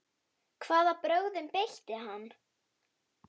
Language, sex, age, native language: Icelandic, female, 9, Icelandic